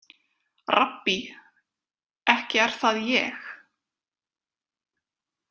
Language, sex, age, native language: Icelandic, female, 20-29, Icelandic